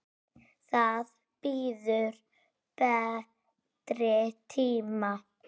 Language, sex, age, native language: Icelandic, female, 6, Icelandic